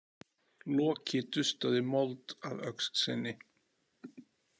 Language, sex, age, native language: Icelandic, male, 40-49, Icelandic